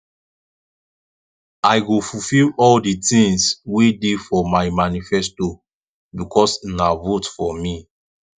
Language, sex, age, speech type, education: Nigerian Pidgin, male, 15-29, spontaneous, tertiary